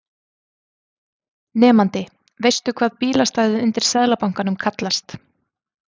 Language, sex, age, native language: Icelandic, female, 30-39, Icelandic